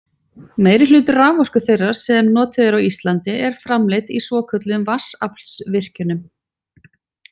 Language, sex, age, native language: Icelandic, female, 40-49, Icelandic